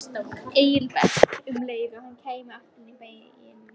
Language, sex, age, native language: Icelandic, female, 13, Icelandic